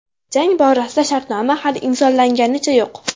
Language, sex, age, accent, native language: Uzbek, female, 12-17, Farg'ona, Uzbek